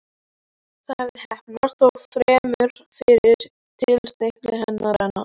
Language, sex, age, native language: Icelandic, male, 14, Icelandic